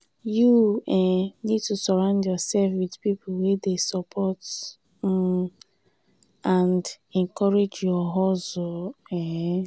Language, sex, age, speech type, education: Nigerian Pidgin, female, 15-29, spontaneous, tertiary